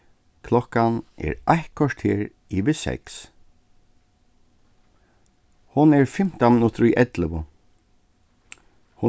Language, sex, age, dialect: Faroese, male, 36-60, Suðurstreymoy